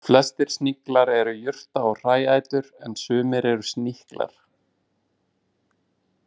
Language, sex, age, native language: Icelandic, male, 20-29, Icelandic